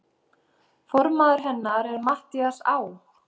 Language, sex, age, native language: Icelandic, female, 30-39, Icelandic